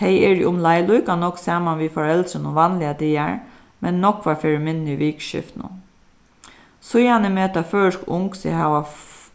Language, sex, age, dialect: Faroese, female, 36-60, Suðuroy